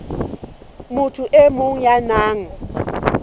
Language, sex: Southern Sotho, female